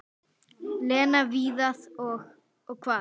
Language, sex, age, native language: Icelandic, female, 9, Icelandic